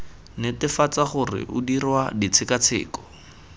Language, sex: Tswana, male